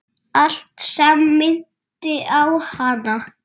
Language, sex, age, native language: Icelandic, male, 7, Icelandic